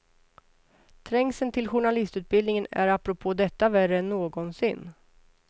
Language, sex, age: Swedish, female, 33